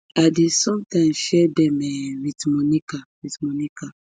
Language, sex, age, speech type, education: Nigerian Pidgin, female, 15-29, spontaneous, tertiary